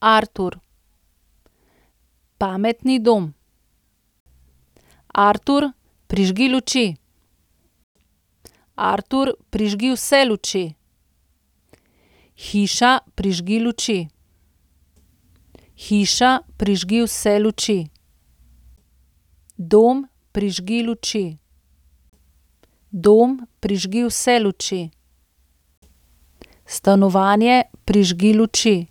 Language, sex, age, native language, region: Slovenian, female, 30-49, Slovenian, Central Slovenia